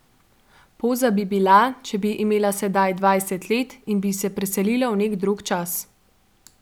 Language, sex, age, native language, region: Slovenian, female, 12-17, Slovenian, Central Slovenia